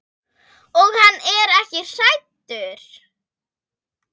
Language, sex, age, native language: Icelandic, female, 10, Icelandic